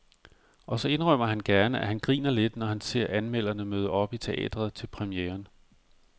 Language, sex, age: Danish, male, 45